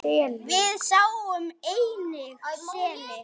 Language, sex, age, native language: Icelandic, male, 9, Icelandic